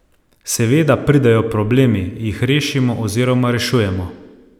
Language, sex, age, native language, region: Slovenian, male, 30-49, Slovenian, Savinja region